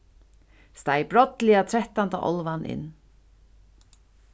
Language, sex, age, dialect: Faroese, female, 36-60, Suðurstreymoy